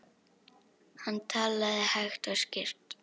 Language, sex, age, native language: Icelandic, female, 10, Icelandic